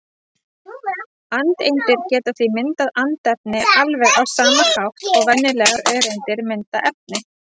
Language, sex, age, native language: Icelandic, female, 30-39, Icelandic